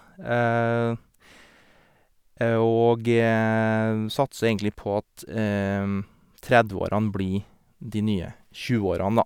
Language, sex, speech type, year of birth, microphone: Norwegian, male, spontaneous, 1983, Sennheiser